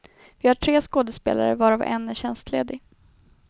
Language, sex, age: Swedish, female, 21